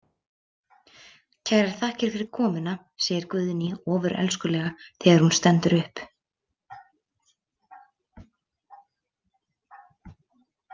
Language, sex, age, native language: Icelandic, female, 30-39, Icelandic